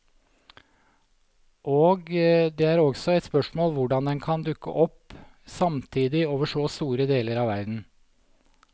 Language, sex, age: Norwegian, male, 47